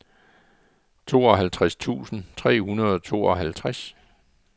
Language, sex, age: Danish, male, 44